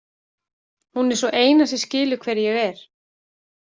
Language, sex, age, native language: Icelandic, female, 40-49, Icelandic